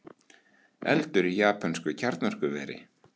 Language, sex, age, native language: Icelandic, male, 18-19, Icelandic